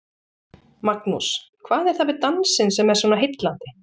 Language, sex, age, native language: Icelandic, female, 40-49, Icelandic